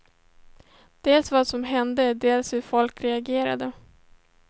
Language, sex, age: Swedish, female, 17